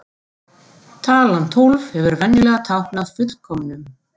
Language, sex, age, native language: Icelandic, female, 40-49, Icelandic